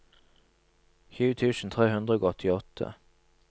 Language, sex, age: Norwegian, male, 27